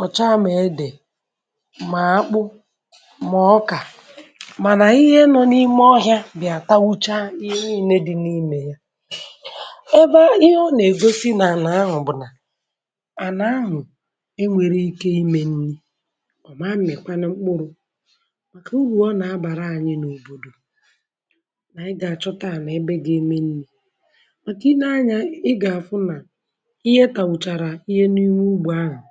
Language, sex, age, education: Igbo, female, 30-45, tertiary